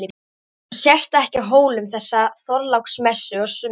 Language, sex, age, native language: Icelandic, female, 13, Icelandic